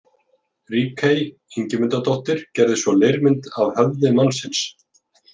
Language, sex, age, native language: Icelandic, male, 50-59, Icelandic